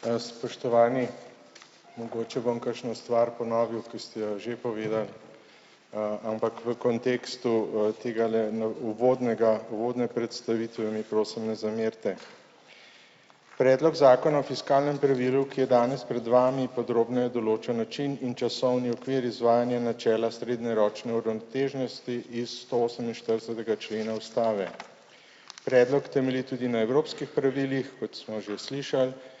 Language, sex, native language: Slovenian, male, Slovenian